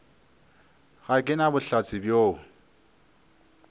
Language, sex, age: Northern Sotho, male, 26